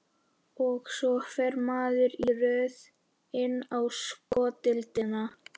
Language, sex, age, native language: Icelandic, male, 13, Icelandic